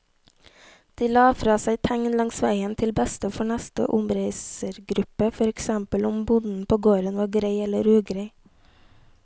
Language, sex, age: Norwegian, female, 18